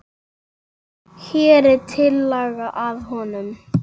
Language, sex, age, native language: Icelandic, male, 8, Icelandic